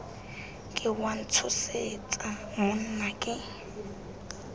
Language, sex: Tswana, female